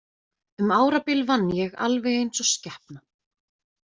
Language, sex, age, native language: Icelandic, female, 20-29, Icelandic